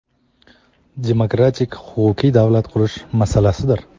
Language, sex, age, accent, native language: Uzbek, male, 19-29, Toshkent shahri, Uzbek